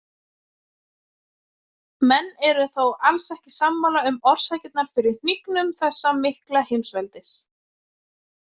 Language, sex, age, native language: Icelandic, female, 20-29, Icelandic